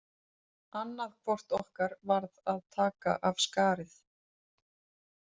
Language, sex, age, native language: Icelandic, female, 30-39, Icelandic